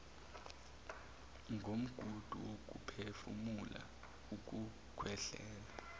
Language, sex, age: Zulu, male, 23